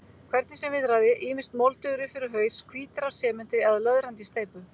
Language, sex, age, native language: Icelandic, female, 50-59, Icelandic